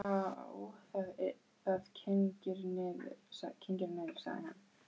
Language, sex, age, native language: Icelandic, female, 12, Icelandic